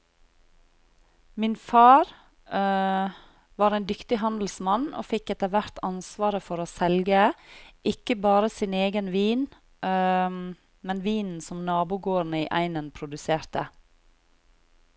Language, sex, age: Norwegian, female, 40